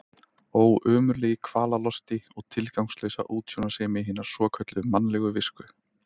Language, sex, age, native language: Icelandic, male, 30-39, Icelandic